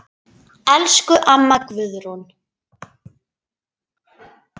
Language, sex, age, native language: Icelandic, female, 9, Icelandic